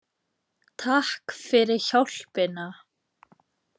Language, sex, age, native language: Icelandic, female, 20-29, Icelandic